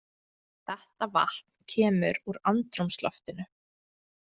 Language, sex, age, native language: Icelandic, female, 20-29, Icelandic